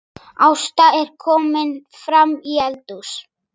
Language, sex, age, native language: Icelandic, male, 7, Icelandic